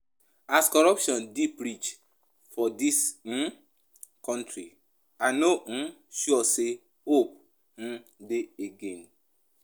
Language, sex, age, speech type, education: Nigerian Pidgin, female, 15-29, spontaneous, tertiary